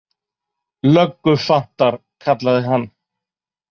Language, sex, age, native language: Icelandic, male, 40-49, Icelandic